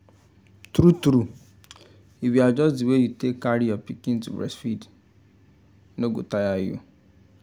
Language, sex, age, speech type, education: Nigerian Pidgin, male, 15-29, spontaneous, tertiary